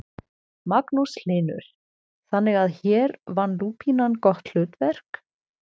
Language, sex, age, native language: Icelandic, female, 20-29, German